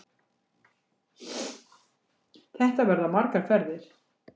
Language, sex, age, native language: Icelandic, female, 60-69, Icelandic